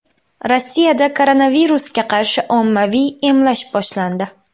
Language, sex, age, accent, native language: Uzbek, female, 19-29, Xorazm, Uzbek